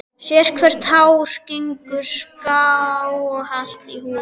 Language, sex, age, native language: Icelandic, male, 12, Icelandic